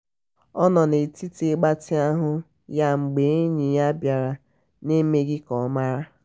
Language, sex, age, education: Igbo, female, 30-45, tertiary